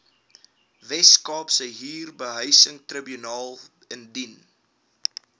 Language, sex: Afrikaans, male